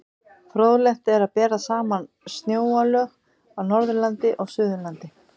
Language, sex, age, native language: Icelandic, female, 50-59, Icelandic